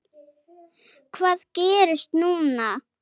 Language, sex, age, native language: Icelandic, female, 8, Icelandic